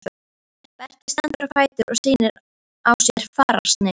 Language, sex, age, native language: Icelandic, female, 13, Icelandic